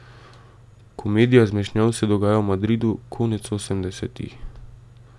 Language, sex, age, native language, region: Slovenian, male, 18-29, Slovenian, Drava region